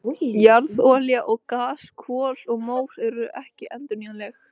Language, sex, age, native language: Icelandic, female, 13, Icelandic